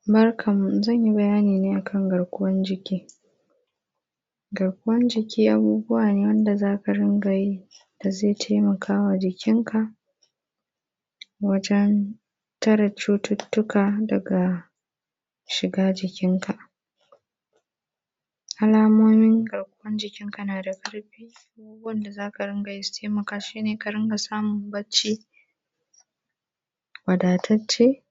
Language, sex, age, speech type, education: Hausa, female, 15-29, spontaneous, primary